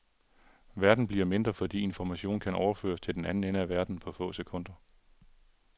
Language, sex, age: Danish, male, 42